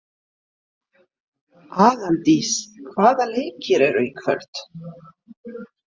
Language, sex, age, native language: Icelandic, female, 50-59, French